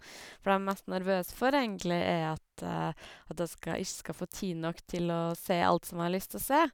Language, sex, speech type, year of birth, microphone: Norwegian, female, spontaneous, 1982, Sennheiser